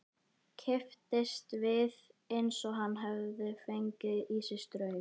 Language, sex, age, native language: Icelandic, female, 11, Icelandic